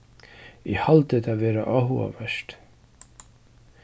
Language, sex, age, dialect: Faroese, male, 36-60, Suðurstreymoy